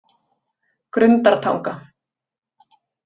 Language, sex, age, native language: Icelandic, female, 20-29, Icelandic